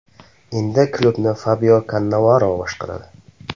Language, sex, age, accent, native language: Uzbek, male, 18-24, Qashqadaryo, Uzbek